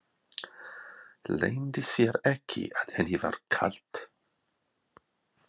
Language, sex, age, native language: Icelandic, male, 40-49, English